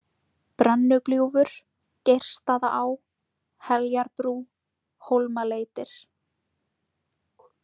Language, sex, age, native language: Icelandic, female, 20-29, Icelandic